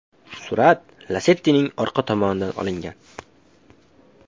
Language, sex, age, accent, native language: Uzbek, male, 18-24, Namangan, Uzbek